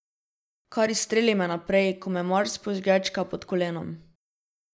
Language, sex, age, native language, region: Slovenian, female, 12-17, Slovenian, Drava region